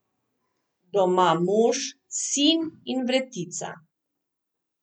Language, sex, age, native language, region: Slovenian, female, 30-49, Slovenian, Southeast Slovenia